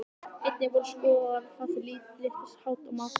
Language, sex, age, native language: Icelandic, male, 11, Icelandic